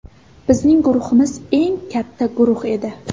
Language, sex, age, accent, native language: Uzbek, female, 18-24, Samarqand, Uzbek